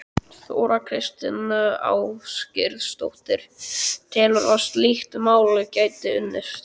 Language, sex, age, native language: Icelandic, male, 12, Icelandic